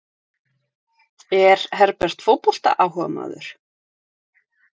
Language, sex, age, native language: Icelandic, female, 30-39, Icelandic